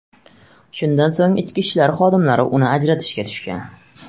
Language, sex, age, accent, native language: Uzbek, male, 18-24, Surxondaryo, Uzbek